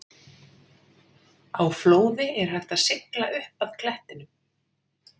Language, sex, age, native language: Icelandic, female, 40-49, Icelandic